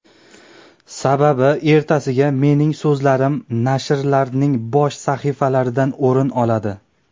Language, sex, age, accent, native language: Uzbek, male, 19-29, Andijon, Uzbek